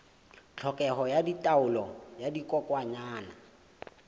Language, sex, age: Southern Sotho, male, 18